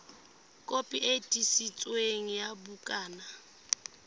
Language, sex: Southern Sotho, female